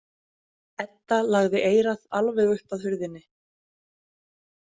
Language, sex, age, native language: Icelandic, female, 30-39, Icelandic